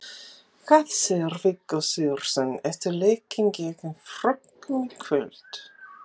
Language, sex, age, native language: Icelandic, female, 50-59, English